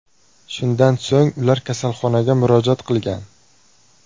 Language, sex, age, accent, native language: Uzbek, male, 18-24, Surxondaryo, Uzbek